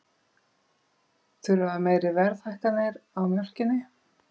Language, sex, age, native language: Icelandic, female, 50-59, Icelandic